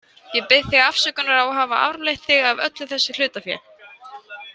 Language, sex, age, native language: Icelandic, female, 20-29, Icelandic